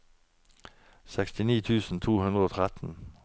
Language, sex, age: Norwegian, male, 49